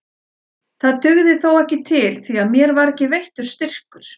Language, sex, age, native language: Icelandic, female, 40-49, Icelandic